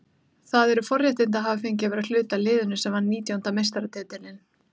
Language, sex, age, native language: Icelandic, female, 30-39, Icelandic